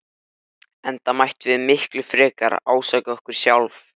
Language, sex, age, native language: Icelandic, male, 13, Icelandic